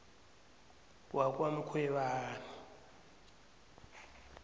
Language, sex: South Ndebele, male